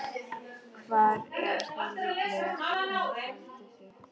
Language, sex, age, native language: Icelandic, female, 11, Icelandic